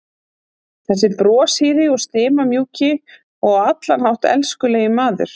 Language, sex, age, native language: Icelandic, female, 40-49, Icelandic